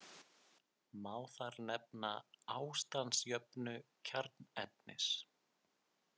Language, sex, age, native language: Icelandic, male, 20-29, Icelandic